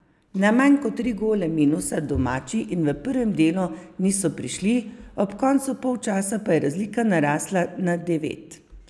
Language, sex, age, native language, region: Slovenian, female, 50-59, Slovenian, Savinja region